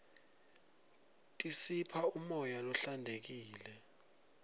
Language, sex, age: Swati, male, 20